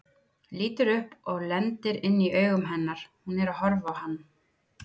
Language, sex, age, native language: Icelandic, female, 30-39, Icelandic